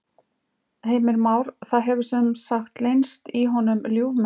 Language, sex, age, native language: Icelandic, female, 60-69, Icelandic